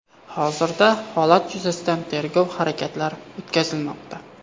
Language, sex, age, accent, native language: Uzbek, male, 18-24, Andijon, Uzbek